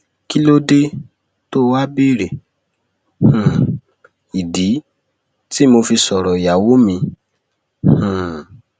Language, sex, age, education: Yoruba, male, 15-29, secondary